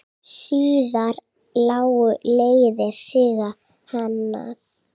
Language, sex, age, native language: Icelandic, female, 7, Icelandic